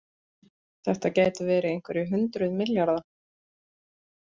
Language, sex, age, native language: Icelandic, female, 20-29, Icelandic